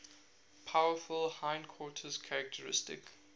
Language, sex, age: English, male, 19